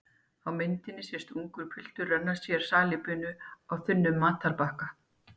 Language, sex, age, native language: Icelandic, female, 50-59, Icelandic